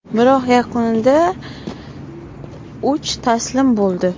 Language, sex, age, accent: Uzbek, female, 18-24, Toshkent viloyati